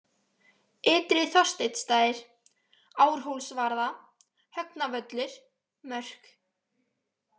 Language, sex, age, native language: Icelandic, female, 18-19, Icelandic